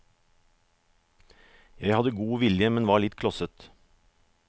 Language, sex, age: Norwegian, male, 44